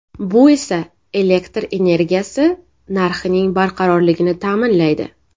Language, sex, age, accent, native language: Uzbek, female, 18-24, Navoiy, Uzbek